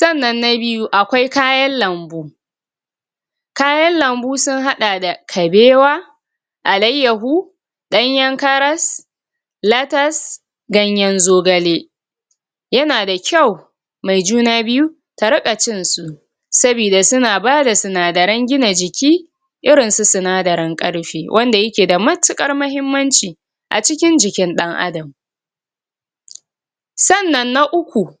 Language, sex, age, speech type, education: Hausa, female, 46-60, spontaneous, tertiary